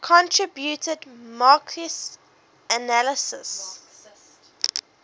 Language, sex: English, female